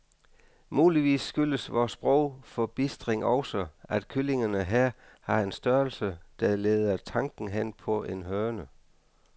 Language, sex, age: Danish, male, 49